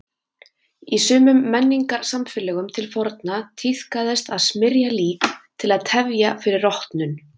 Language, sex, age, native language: Icelandic, female, 20-29, Icelandic